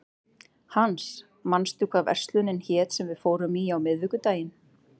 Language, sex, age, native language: Icelandic, female, 30-39, Icelandic